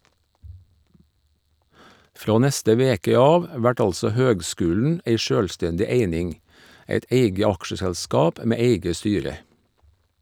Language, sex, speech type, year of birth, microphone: Norwegian, male, read, 1951, Shure